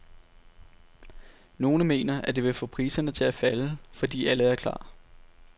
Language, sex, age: Danish, male, 18